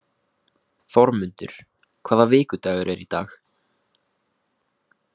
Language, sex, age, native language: Icelandic, male, 18-19, Icelandic